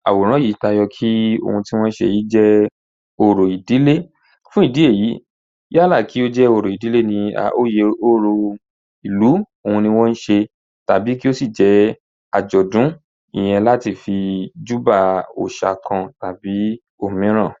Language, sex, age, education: Yoruba, male, 15-29, tertiary